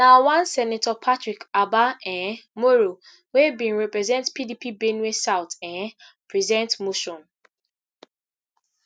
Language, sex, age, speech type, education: Nigerian Pidgin, female, 15-29, spontaneous, tertiary